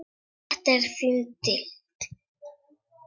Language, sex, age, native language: Icelandic, female, 7, Czech